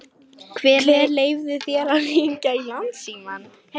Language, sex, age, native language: Icelandic, female, 18-19, Lithuanian